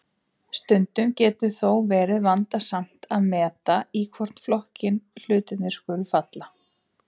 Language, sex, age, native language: Icelandic, female, 20-29, Icelandic